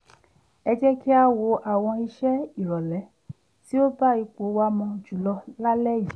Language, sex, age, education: Yoruba, female, 30-45, tertiary